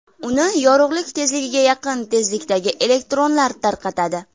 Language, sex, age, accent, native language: Uzbek, female, 19-29, Farg'ona, Uzbek